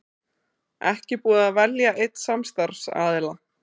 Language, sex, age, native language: Icelandic, female, 30-39, Icelandic